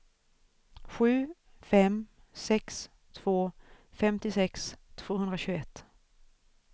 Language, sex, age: Swedish, female, 41